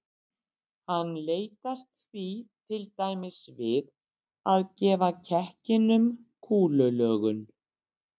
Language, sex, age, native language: Icelandic, female, 60-69, Icelandic